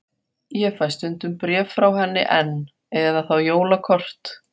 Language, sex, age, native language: Icelandic, female, 40-49, Faroese